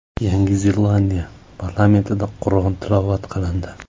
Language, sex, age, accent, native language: Uzbek, male, 25-34, Samarqand, Uzbek